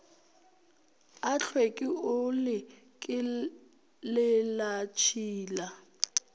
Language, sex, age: Northern Sotho, female, 23